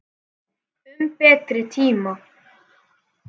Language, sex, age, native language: Icelandic, male, 10, Icelandic